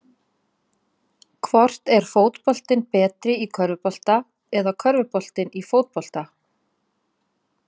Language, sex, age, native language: Icelandic, female, 50-59, Icelandic